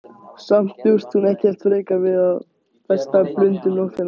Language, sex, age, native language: Icelandic, male, 18-19, Icelandic